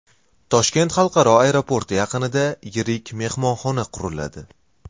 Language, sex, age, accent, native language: Uzbek, male, 18-24, Toshkent shahri, Uzbek